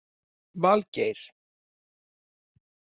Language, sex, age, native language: Icelandic, male, 40-49, Icelandic